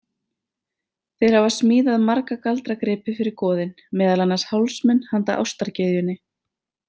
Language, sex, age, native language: Icelandic, female, 30-39, Icelandic